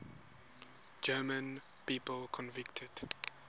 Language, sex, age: English, male, 21